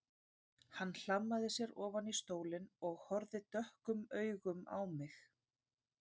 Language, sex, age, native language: Icelandic, female, 30-39, Icelandic